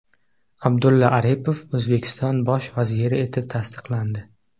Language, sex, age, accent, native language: Uzbek, male, 18-24, Qashqadaryo, Uzbek